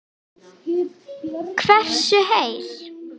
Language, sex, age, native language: Icelandic, female, 10, Icelandic